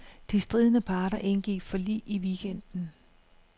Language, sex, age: Danish, female, 56